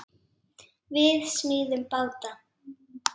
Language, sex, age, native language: Icelandic, female, 8, Icelandic